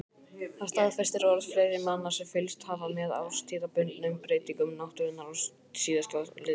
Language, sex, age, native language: Icelandic, male, 18-19, Icelandic